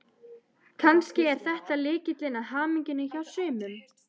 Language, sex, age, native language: Icelandic, female, 13, Icelandic